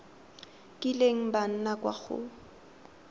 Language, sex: Tswana, female